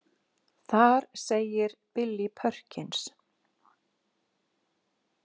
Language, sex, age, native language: Icelandic, female, 40-49, Icelandic